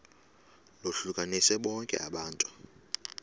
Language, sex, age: Xhosa, male, 32